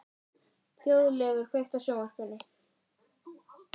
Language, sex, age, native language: Icelandic, female, 13, Icelandic